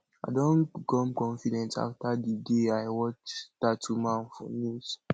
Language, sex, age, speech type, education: Nigerian Pidgin, male, 46-60, spontaneous, tertiary